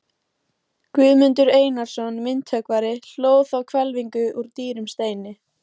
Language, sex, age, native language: Icelandic, female, 14, Icelandic